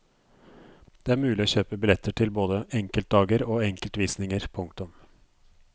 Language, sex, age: Norwegian, male, 42